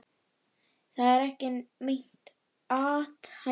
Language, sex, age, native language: Icelandic, female, 9, Icelandic